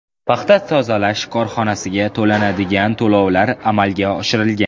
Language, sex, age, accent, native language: Uzbek, male, 18-24, Jizzax, Uzbek